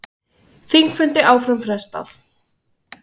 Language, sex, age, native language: Icelandic, female, 16, Icelandic